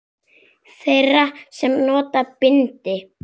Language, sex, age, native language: Icelandic, female, 7, Icelandic